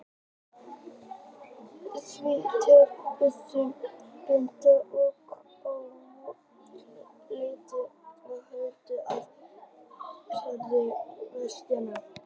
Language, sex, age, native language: Icelandic, female, 30-39, Icelandic